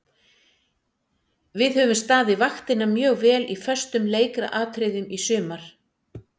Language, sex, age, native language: Icelandic, female, 60-69, Icelandic